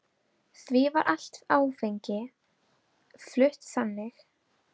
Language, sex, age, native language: Icelandic, female, 12, Icelandic